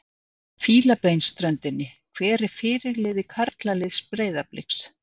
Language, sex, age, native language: Icelandic, female, 60-69, Icelandic